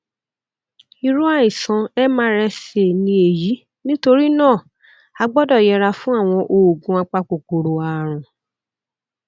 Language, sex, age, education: Yoruba, female, 30-45, tertiary